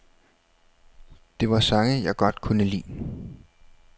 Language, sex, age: Danish, male, 21